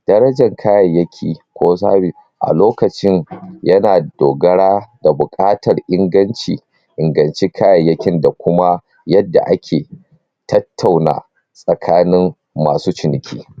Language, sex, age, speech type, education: Hausa, male, 30-45, spontaneous, tertiary